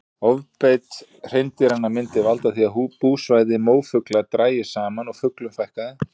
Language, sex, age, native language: Icelandic, male, 40-49, Icelandic